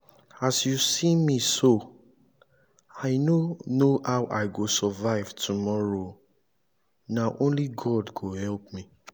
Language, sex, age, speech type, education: Nigerian Pidgin, male, 15-29, spontaneous, tertiary